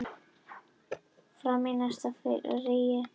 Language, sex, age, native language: Icelandic, female, 18-19, Icelandic